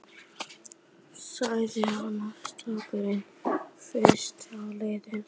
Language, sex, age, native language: Icelandic, female, 11, Icelandic